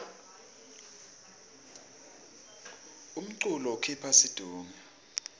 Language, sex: Swati, male